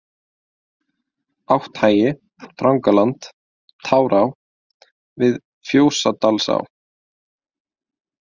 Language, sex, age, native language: Icelandic, male, 20-29, Icelandic